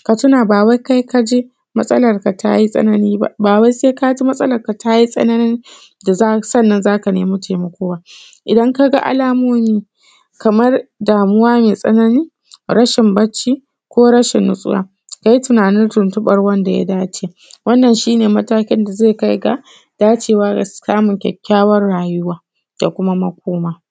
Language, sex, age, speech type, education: Hausa, female, 15-29, spontaneous, tertiary